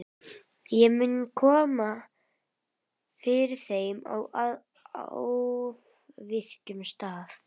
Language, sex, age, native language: Icelandic, female, 11, Icelandic